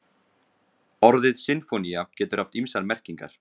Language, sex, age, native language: Icelandic, male, 20-29, Icelandic